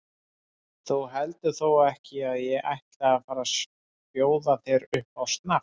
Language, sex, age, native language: Icelandic, male, 30-39, Icelandic